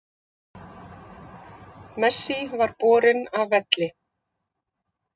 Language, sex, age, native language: Icelandic, female, 50-59, Icelandic